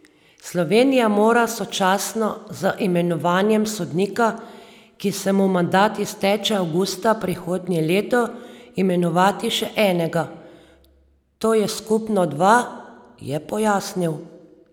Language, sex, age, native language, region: Slovenian, female, 30-49, Slovenian, Savinja region